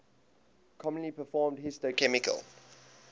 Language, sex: English, male